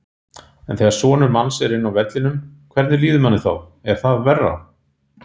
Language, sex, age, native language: Icelandic, male, 40-49, Icelandic